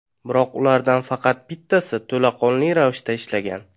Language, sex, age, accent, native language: Uzbek, male, 18-24, Navoiy, Uzbek